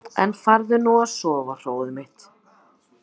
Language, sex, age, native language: Icelandic, female, 40-49, Icelandic